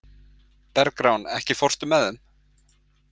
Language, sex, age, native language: Icelandic, male, 20-29, Icelandic